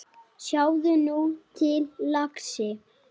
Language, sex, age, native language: Icelandic, male, 10, Icelandic